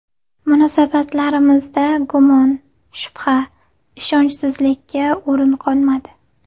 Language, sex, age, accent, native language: Uzbek, female, 18-24, Navoiy, Uzbek